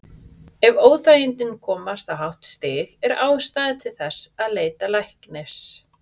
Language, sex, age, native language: Icelandic, female, 30-39, Icelandic